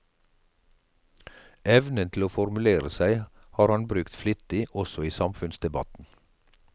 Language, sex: Norwegian, male